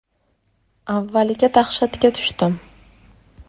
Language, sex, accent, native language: Uzbek, female, Toshkent shahri, Uzbek